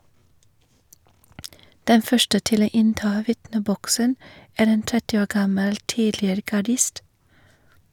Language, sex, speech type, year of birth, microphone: Norwegian, female, read, 1961, Shure